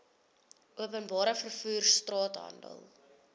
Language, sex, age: Afrikaans, female, 22